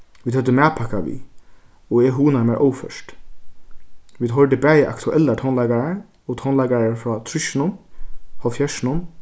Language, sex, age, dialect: Faroese, male, 15-35, Suðurstreymoy